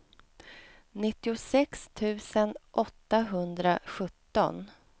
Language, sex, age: Swedish, female, 37